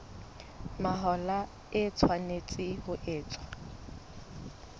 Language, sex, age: Southern Sotho, female, 20